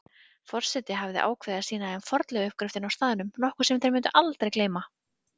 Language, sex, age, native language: Icelandic, female, 30-39, Icelandic